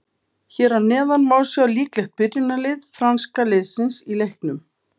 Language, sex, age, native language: Icelandic, female, 50-59, Icelandic